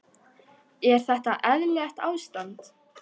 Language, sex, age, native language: Icelandic, female, 18-19, Icelandic